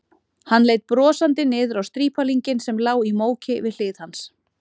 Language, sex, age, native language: Icelandic, female, 30-39, Icelandic